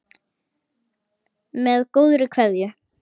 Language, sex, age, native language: Icelandic, female, 10, Icelandic